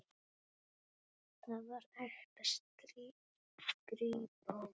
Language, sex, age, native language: Icelandic, female, 8, Icelandic